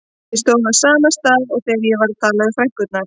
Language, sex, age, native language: Icelandic, female, 30-39, Icelandic